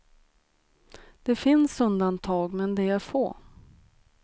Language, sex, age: Swedish, female, 36